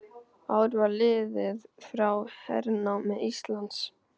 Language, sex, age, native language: Icelandic, male, 12, Icelandic